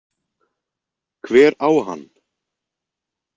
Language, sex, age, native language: Icelandic, male, 20-29, Icelandic